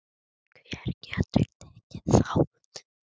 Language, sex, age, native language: Icelandic, male, 9, Icelandic